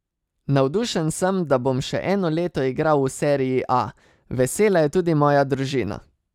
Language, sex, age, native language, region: Slovenian, male, 30-49, Slovenian, Savinja region